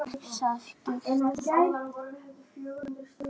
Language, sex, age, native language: Icelandic, female, 8, Icelandic